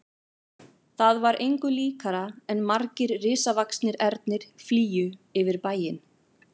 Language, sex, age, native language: Icelandic, female, 40-49, Icelandic